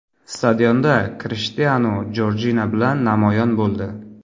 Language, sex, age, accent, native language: Uzbek, male, 25-34, Navoiy, Uzbek